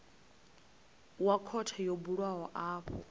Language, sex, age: Venda, female, 20